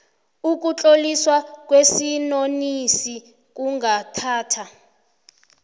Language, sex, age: South Ndebele, female, 29